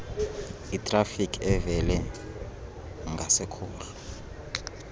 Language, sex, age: Xhosa, male, 31